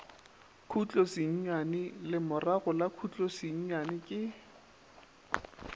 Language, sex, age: Northern Sotho, male, 27